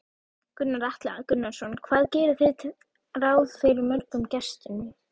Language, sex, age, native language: Icelandic, female, 11, Icelandic